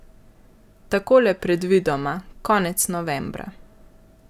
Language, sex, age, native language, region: Slovenian, male, 50-59, Slovenian, Central Slovenia